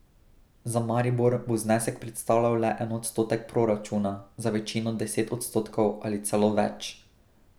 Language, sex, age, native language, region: Slovenian, male, 18-29, Slovenian, Drava region